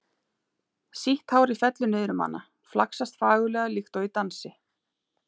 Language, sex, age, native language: Icelandic, female, 30-39, Icelandic